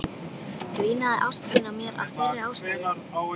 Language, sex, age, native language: Icelandic, female, 12, Icelandic